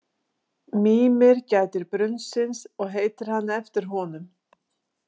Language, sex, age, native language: Icelandic, female, 60-69, Icelandic